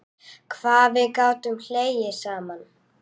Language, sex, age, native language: Icelandic, female, 8, Icelandic